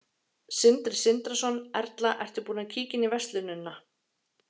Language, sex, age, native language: Icelandic, female, 30-39, Icelandic